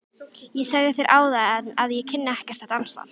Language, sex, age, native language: Icelandic, female, 12, Icelandic